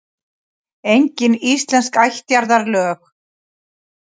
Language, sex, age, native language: Icelandic, female, 60-69, Icelandic